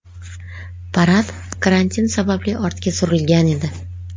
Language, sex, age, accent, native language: Uzbek, female, 25-34, Qashqadaryo, Uzbek